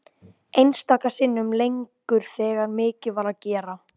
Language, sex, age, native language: Icelandic, female, 12, Icelandic